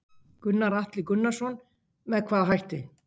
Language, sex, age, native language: Icelandic, female, 50-59, Icelandic